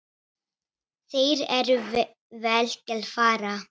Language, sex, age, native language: Icelandic, female, 10, Icelandic